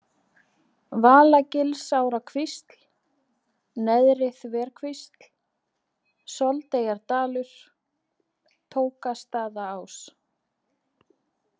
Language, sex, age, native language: Icelandic, female, 20-29, Icelandic